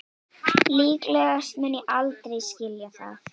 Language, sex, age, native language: Icelandic, female, 18-19, Icelandic